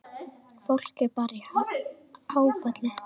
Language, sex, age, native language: Icelandic, female, 10, Icelandic